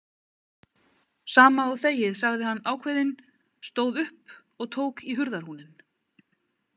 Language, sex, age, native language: Icelandic, female, 30-39, Icelandic